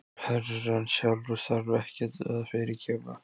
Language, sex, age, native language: Icelandic, male, 14, Icelandic